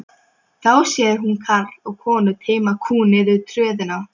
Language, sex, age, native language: Icelandic, female, 12, Polish